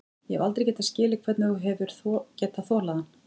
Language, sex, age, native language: Icelandic, female, 40-49, Icelandic